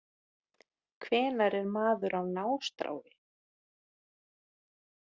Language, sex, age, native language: Icelandic, female, 30-39, Icelandic